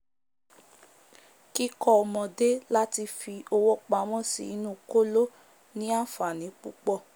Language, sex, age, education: Yoruba, female, 15-29, tertiary